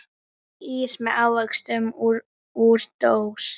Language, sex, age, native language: Icelandic, female, 9, Icelandic